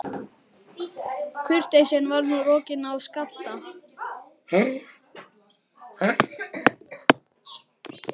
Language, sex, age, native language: Icelandic, male, 11, Icelandic